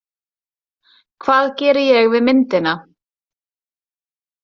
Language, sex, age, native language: Icelandic, female, 20-29, Icelandic